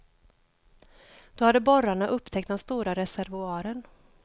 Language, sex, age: Swedish, female, 29